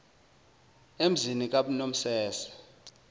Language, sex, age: Zulu, male, 19